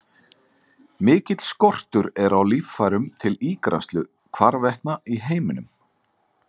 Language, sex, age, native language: Icelandic, male, 40-49, Icelandic